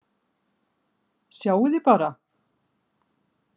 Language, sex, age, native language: Icelandic, female, 50-59, Icelandic